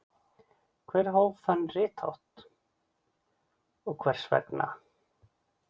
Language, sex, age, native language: Icelandic, male, 40-49, Icelandic